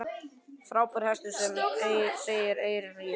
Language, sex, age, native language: Icelandic, male, 10, Icelandic